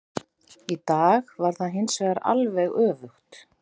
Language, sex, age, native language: Icelandic, female, 40-49, Icelandic